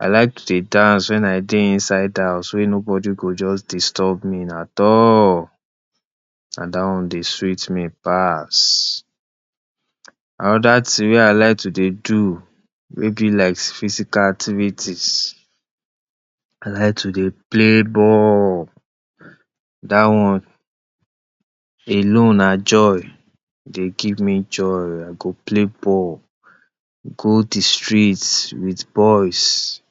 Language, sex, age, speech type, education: Nigerian Pidgin, male, 60+, spontaneous, tertiary